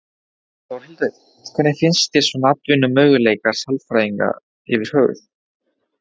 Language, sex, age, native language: Icelandic, male, 20-29, Spanish